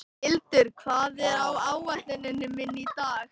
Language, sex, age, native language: Icelandic, male, 18-19, Icelandic